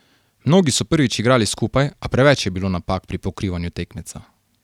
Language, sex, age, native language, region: Slovenian, male, 18-29, Slovenian, Carinthia region